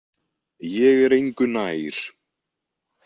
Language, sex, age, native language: Icelandic, male, 20-29, Icelandic